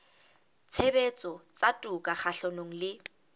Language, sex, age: Southern Sotho, female, 20